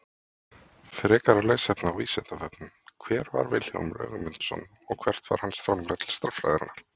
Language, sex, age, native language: Icelandic, male, 20-29, Icelandic